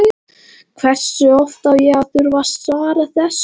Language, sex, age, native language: Icelandic, male, 12, Latvian